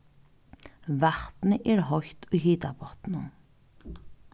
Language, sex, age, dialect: Faroese, female, 15-35, Norðuroyggjar